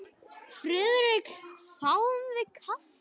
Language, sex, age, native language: Icelandic, male, 9, Icelandic